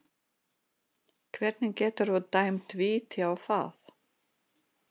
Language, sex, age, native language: Icelandic, female, 40-49, Russian